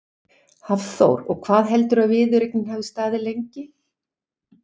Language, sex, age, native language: Icelandic, female, 60-69, Icelandic